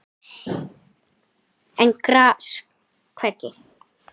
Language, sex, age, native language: Icelandic, female, 8, Icelandic